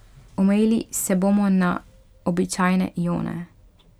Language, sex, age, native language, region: Slovenian, female, 12-17, Slovenian, Pomurje region